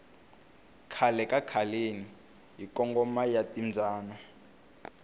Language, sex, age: Tsonga, male, 21